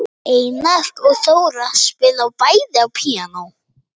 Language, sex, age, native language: Icelandic, female, 18-19, Icelandic